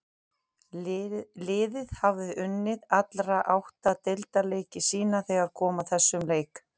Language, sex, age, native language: Icelandic, female, 40-49, Icelandic